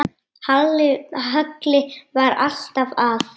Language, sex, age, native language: Icelandic, male, 8, Icelandic